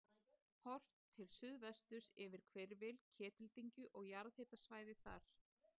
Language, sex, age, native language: Icelandic, female, 30-39, Icelandic